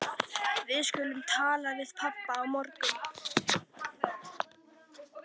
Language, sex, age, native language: Icelandic, female, 11, Icelandic